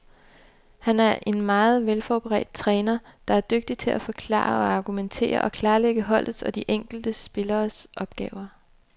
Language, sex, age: Danish, female, 29